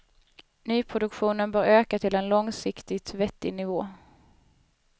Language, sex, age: Swedish, female, 19